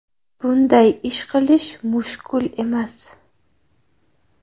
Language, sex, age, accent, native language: Uzbek, female, 19-29, Jizzax, Uzbek